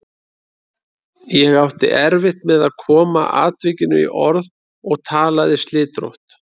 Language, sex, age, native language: Icelandic, male, 30-39, Icelandic